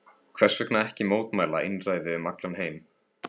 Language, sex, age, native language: Icelandic, male, 15, Icelandic